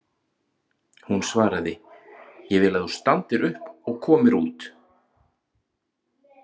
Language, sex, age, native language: Icelandic, male, 30-39, Icelandic